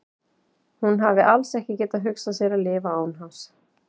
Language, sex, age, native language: Icelandic, female, 40-49, Icelandic